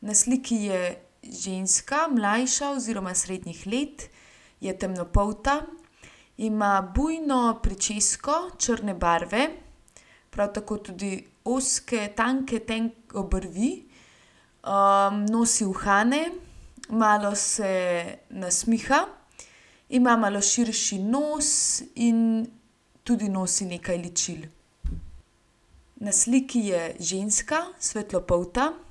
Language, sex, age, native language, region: Slovenian, female, 18-29, Slovenian, Gorenjska region